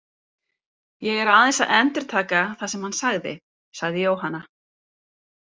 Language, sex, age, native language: Icelandic, female, 30-39, Icelandic